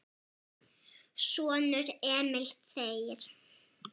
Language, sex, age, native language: Icelandic, female, 7, Icelandic